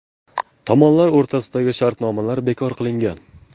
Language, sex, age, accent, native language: Uzbek, male, 18-24, Jizzax, Uzbek